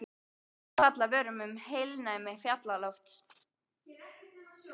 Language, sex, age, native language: Icelandic, female, 12, Icelandic